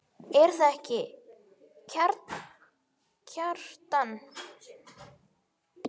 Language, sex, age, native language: Icelandic, female, 18-19, Icelandic